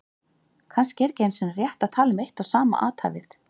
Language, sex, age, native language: Icelandic, female, 40-49, Icelandic